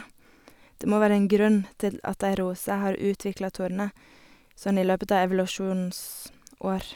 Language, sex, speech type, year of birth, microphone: Norwegian, female, spontaneous, 1989, Sennheiser